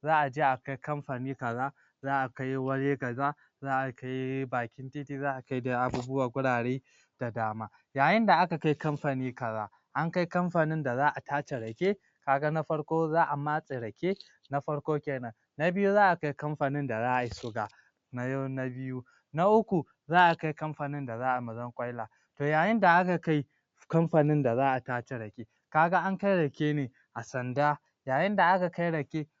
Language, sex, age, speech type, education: Hausa, male, 46-60, spontaneous, tertiary